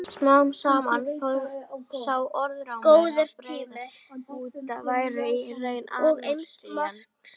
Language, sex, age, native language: Icelandic, female, 30-39, Icelandic